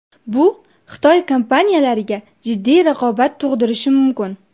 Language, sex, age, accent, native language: Uzbek, female, under 19, Jizzax, Uzbek